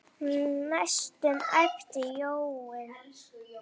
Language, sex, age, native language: Icelandic, female, 8, Icelandic